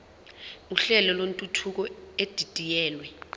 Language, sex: Zulu, female